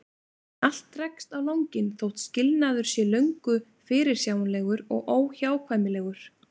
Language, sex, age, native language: Icelandic, female, 20-29, Icelandic